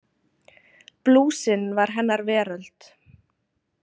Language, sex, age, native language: Icelandic, female, 20-29, Icelandic